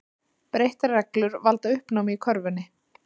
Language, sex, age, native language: Icelandic, female, 30-39, Icelandic